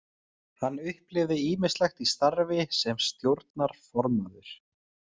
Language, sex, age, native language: Icelandic, male, 30-39, Icelandic